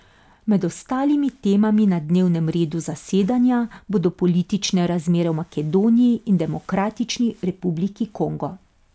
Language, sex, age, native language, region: Slovenian, female, 50-59, Slovenian, Carinthia region